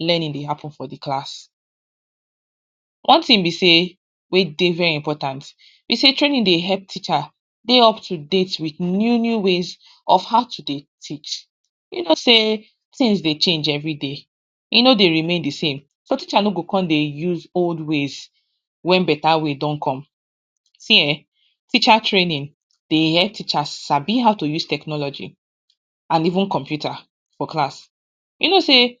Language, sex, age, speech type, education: Nigerian Pidgin, female, 46-60, spontaneous, tertiary